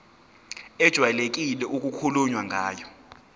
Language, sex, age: Zulu, male, 20